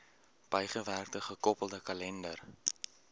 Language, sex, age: Afrikaans, male, 18